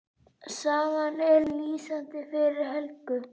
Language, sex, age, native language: Icelandic, female, 8, Icelandic